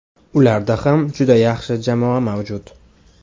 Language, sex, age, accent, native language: Uzbek, male, 18-24, Farg'ona, Uzbek